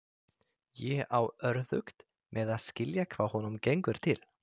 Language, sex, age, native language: Icelandic, male, 30-39, Icelandic